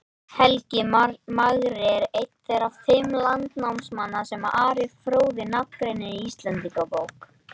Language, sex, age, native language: Icelandic, male, 18-19, Icelandic